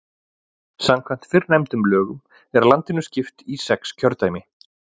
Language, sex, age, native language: Icelandic, male, 40-49, Icelandic